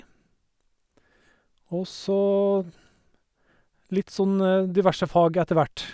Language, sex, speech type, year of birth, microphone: Norwegian, male, spontaneous, 1969, Sennheiser